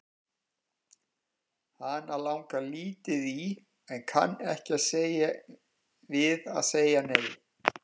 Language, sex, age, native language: Icelandic, male, 50-59, Icelandic